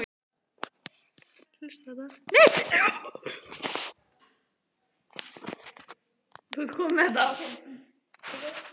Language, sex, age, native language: Icelandic, female, 18-19, Icelandic